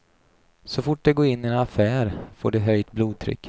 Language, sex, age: Swedish, male, 28